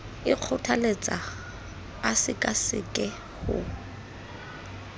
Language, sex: Southern Sotho, female